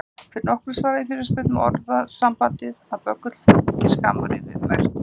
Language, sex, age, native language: Icelandic, female, 50-59, Icelandic